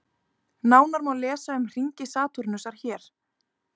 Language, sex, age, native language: Icelandic, female, 30-39, Icelandic